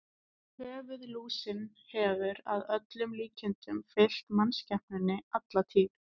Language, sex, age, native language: Icelandic, female, 20-29, Icelandic